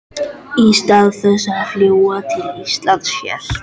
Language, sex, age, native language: Icelandic, other, 13, French